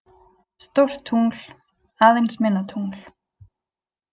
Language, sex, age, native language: Icelandic, female, 20-29, Icelandic